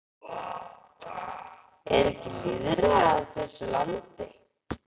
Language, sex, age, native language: Icelandic, male, 11, Icelandic